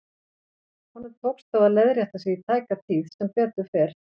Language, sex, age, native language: Icelandic, female, 40-49, Icelandic